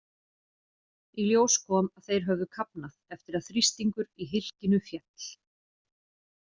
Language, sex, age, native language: Icelandic, female, 40-49, Icelandic